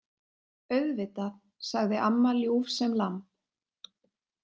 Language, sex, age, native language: Icelandic, female, 20-29, Icelandic